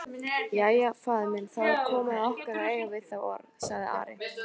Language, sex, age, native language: Icelandic, female, 18-19, Icelandic